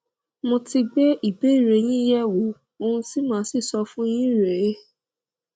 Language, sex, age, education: Yoruba, female, 15-29, tertiary